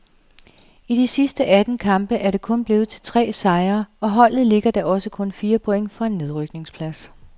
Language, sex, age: Danish, female, 37